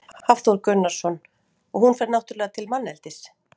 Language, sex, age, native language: Icelandic, female, 40-49, Icelandic